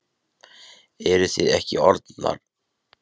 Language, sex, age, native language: Icelandic, male, 30-39, Icelandic